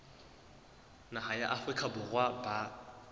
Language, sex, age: Southern Sotho, male, 20